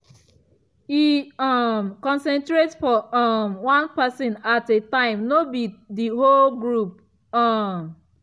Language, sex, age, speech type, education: Nigerian Pidgin, female, 15-29, spontaneous, tertiary